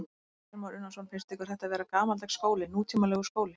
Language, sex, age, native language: Icelandic, female, 30-39, Icelandic